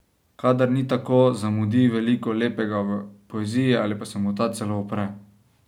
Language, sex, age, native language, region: Slovenian, male, 18-29, Slovenian, Savinja region